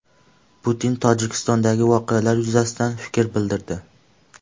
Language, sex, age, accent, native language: Uzbek, male, 12-17, Andijon, Uzbek